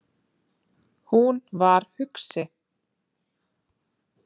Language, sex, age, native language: Icelandic, female, 30-39, Icelandic